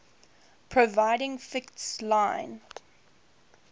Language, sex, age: English, female, 18